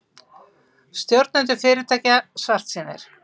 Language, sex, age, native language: Icelandic, female, 50-59, Icelandic